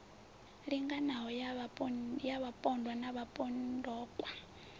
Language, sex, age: Venda, female, 20